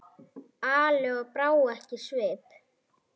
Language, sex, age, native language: Icelandic, female, 9, Icelandic